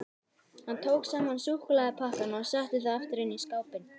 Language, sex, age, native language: Icelandic, female, 18-19, Icelandic